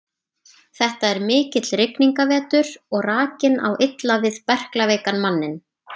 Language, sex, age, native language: Icelandic, female, 30-39, Icelandic